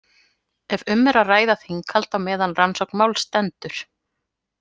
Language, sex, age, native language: Icelandic, female, 40-49, Icelandic